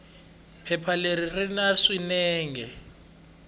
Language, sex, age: Tsonga, male, 20